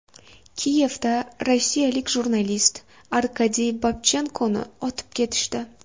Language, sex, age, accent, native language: Uzbek, female, 18-24, Farg'ona, Uzbek